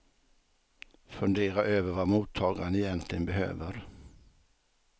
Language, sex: Swedish, male